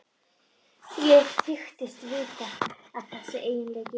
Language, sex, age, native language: Icelandic, female, 13, Icelandic